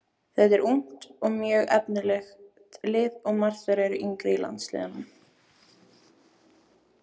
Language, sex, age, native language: Icelandic, female, 18-19, Icelandic